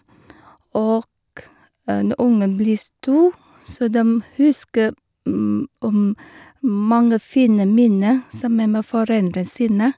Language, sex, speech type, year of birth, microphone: Norwegian, female, spontaneous, 1973, Sennheiser